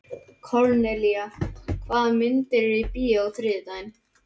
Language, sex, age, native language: Icelandic, male, 12, Icelandic